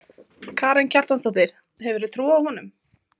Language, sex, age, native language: Icelandic, female, 20-29, Icelandic